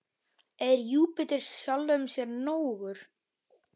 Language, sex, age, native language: Icelandic, male, 9, Icelandic